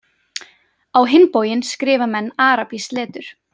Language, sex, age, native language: Icelandic, female, 20-29, Icelandic